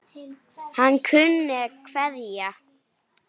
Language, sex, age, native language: Icelandic, female, 8, Icelandic